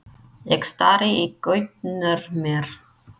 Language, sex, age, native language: Icelandic, female, 30-39, Icelandic